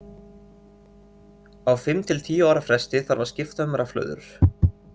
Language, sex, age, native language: Icelandic, male, 30-39, Icelandic